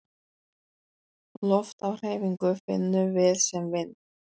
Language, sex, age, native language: Icelandic, female, 30-39, Icelandic